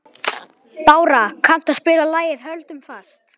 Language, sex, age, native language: Icelandic, male, 11, Icelandic